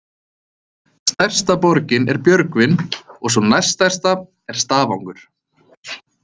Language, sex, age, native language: Icelandic, male, 30-39, Icelandic